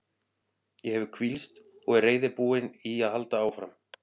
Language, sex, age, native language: Icelandic, male, 40-49, Icelandic